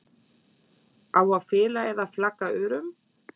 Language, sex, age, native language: Icelandic, female, 40-49, German